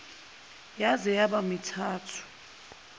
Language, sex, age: Zulu, female, 22